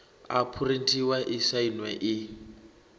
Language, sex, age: Venda, male, 21